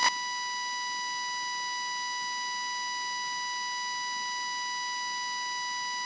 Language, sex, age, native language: Icelandic, male, 11, Icelandic